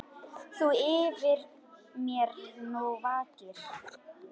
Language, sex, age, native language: Icelandic, female, 10, Icelandic